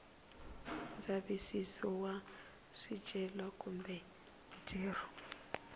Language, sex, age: Tsonga, female, 19